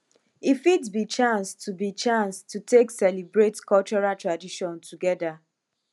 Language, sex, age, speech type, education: Nigerian Pidgin, female, 15-29, spontaneous, tertiary